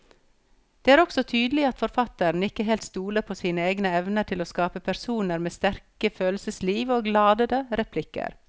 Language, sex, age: Norwegian, female, 54